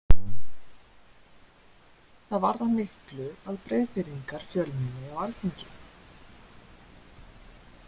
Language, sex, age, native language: Icelandic, female, 30-39, Icelandic